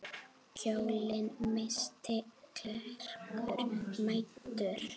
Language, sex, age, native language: Icelandic, female, 8, Icelandic